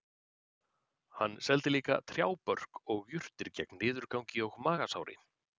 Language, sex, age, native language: Icelandic, male, 40-49, Icelandic